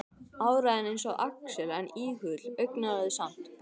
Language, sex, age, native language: Icelandic, male, 12, Icelandic